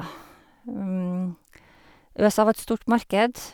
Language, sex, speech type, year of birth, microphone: Norwegian, female, spontaneous, 1958, Sennheiser